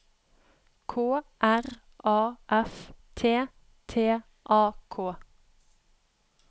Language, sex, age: Norwegian, female, 31